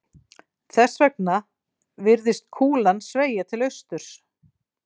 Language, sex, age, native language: Icelandic, female, 40-49, Icelandic